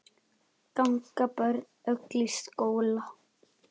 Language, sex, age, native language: Icelandic, male, 10, Icelandic